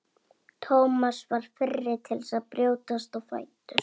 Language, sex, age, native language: Icelandic, female, 11, Icelandic